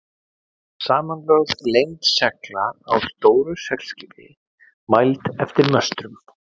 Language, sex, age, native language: Icelandic, male, 40-49, Icelandic